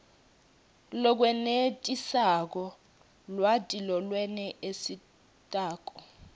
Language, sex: Swati, female